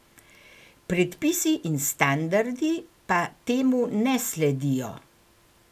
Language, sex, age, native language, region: Slovenian, female, 60+, Slovenian, Gorenjska region